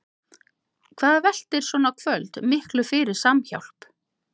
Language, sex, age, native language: Icelandic, other, 50-59, Icelandic